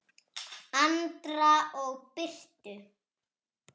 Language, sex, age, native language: Icelandic, female, 6, Icelandic